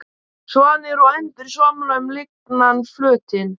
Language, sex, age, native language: Icelandic, male, 12, Icelandic